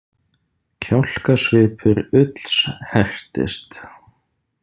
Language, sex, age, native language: Icelandic, male, 30-39, Icelandic